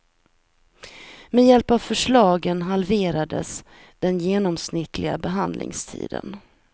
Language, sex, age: Swedish, female, 43